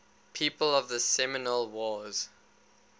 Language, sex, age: English, male, 19